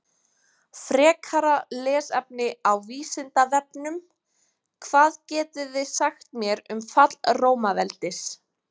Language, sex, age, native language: Icelandic, female, 20-29, Icelandic